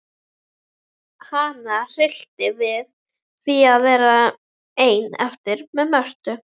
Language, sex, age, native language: Icelandic, female, 11, Icelandic